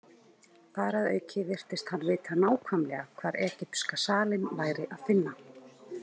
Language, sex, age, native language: Icelandic, female, 30-39, Icelandic